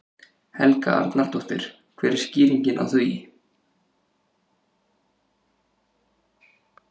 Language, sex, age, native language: Icelandic, male, 30-39, Icelandic